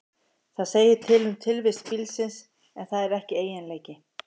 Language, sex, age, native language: Icelandic, male, 50-59, Icelandic